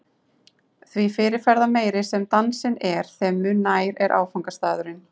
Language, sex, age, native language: Icelandic, female, 30-39, Icelandic